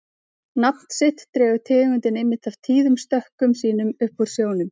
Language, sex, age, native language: Icelandic, female, 30-39, Icelandic